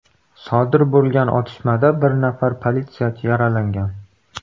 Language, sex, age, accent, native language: Uzbek, male, 18-24, Qashqadaryo, Uzbek